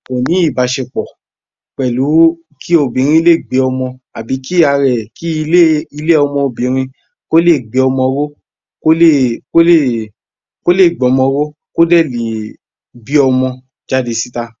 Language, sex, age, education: Yoruba, male, 30-45, tertiary